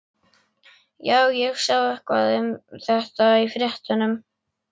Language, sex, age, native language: Icelandic, female, 11, Icelandic